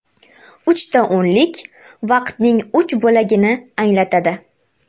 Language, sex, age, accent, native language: Uzbek, female, 18-24, Namangan, Uzbek